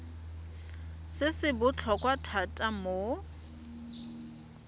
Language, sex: Tswana, female